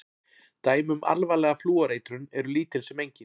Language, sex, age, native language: Icelandic, male, 40-49, Icelandic